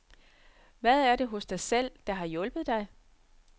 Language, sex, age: Danish, female, 42